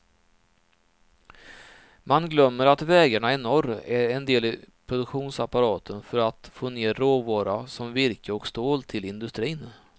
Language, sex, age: Swedish, male, 39